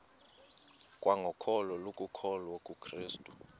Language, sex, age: Xhosa, male, 19